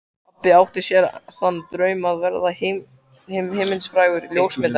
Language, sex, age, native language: Icelandic, male, 14, Icelandic